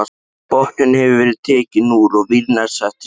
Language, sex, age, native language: Icelandic, male, 13, Icelandic